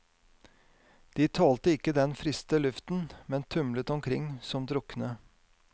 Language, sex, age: Norwegian, male, 50